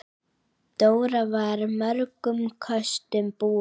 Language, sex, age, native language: Icelandic, female, 9, Icelandic